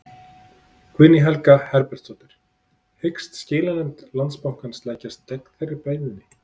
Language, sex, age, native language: Icelandic, male, 30-39, Icelandic